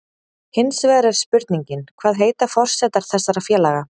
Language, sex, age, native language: Icelandic, female, 30-39, Icelandic